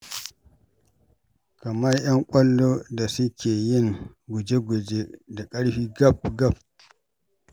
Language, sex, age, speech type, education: Hausa, male, 46-60, read, secondary